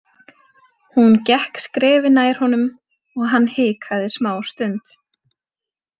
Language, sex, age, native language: Icelandic, female, 20-29, Icelandic